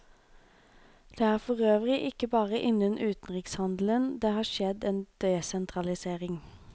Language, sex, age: Norwegian, female, 26